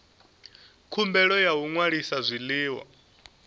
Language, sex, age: Venda, male, 24